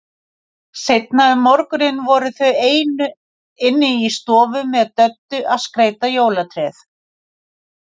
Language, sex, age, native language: Icelandic, female, 50-59, Icelandic